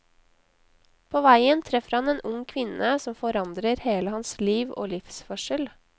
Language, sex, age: Norwegian, female, 19